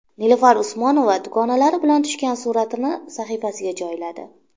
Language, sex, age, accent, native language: Uzbek, female, 25-34, Namangan, Uzbek